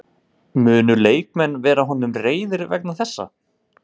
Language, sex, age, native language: Icelandic, male, 30-39, Icelandic